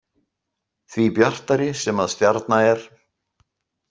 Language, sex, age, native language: Icelandic, male, 60-69, Icelandic